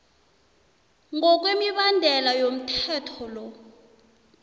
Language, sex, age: South Ndebele, female, 26